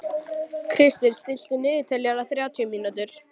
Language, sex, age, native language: Icelandic, female, 12, Icelandic